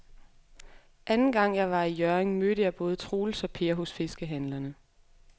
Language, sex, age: Danish, female, 23